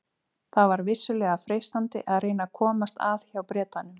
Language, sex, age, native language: Icelandic, female, 30-39, Icelandic